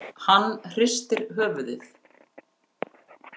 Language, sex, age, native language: Icelandic, female, 50-59, Icelandic